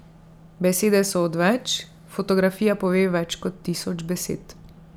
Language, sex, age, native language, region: Slovenian, female, 30-49, Slovenian, Drava region